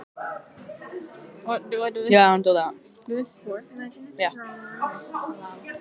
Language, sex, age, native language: Icelandic, female, 14, Icelandic